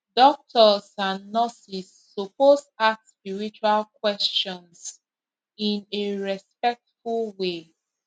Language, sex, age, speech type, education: Nigerian Pidgin, female, 15-29, spontaneous, tertiary